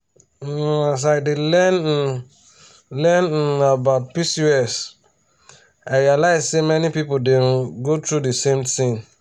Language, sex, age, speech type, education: Nigerian Pidgin, male, 30-45, spontaneous, tertiary